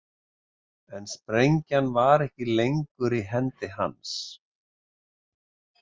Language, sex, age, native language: Icelandic, male, 60-69, Icelandic